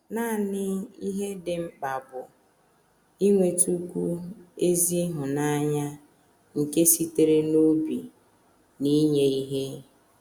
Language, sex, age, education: Igbo, female, 30-45, tertiary